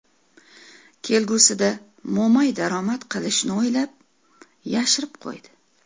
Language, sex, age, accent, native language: Uzbek, female, 40-49, Toshkent viloyati, Uzbek